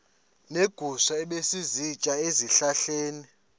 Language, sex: Xhosa, male